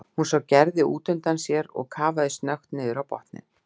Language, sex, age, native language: Icelandic, female, 60-69, Icelandic